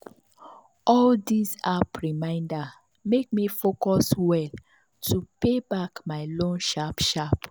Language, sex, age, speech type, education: Nigerian Pidgin, female, 30-45, spontaneous, tertiary